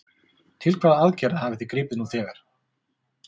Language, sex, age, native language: Icelandic, male, 40-49, Icelandic